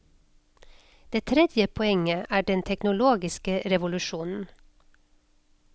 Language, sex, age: Norwegian, female, 56